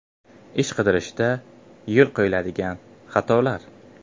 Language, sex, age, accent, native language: Uzbek, male, 18-24, Buxoro, Uzbek